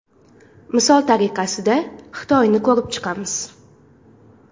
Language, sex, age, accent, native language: Uzbek, female, 19-29, Farg'ona, Uzbek